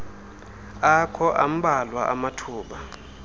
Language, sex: Xhosa, male